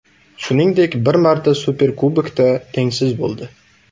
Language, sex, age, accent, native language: Uzbek, male, 18-24, Qashqadaryo, Uzbek